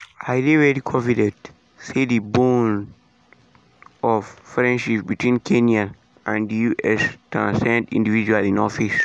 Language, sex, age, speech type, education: Nigerian Pidgin, male, 15-29, spontaneous, secondary